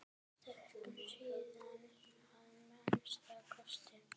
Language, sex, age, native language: Icelandic, female, 9, Icelandic